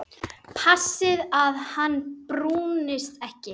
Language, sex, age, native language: Icelandic, male, 7, Icelandic